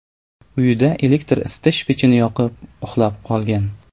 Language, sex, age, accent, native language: Uzbek, male, 18-24, Navoiy, Uzbek